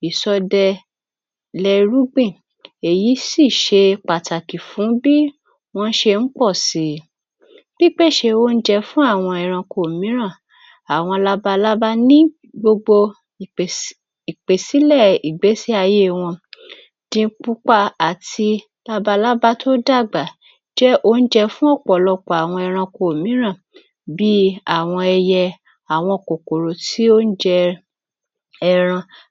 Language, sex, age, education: Yoruba, female, 46-60, tertiary